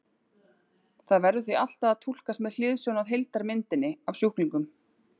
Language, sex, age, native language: Icelandic, female, 30-39, Icelandic